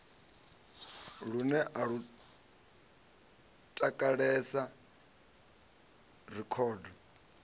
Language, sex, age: Venda, male, 37